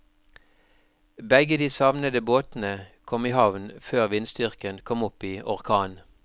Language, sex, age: Norwegian, male, 52